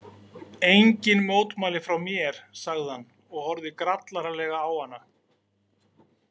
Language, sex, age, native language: Icelandic, male, 40-49, Icelandic